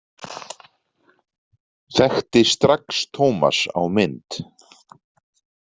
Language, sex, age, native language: Icelandic, male, 40-49, Icelandic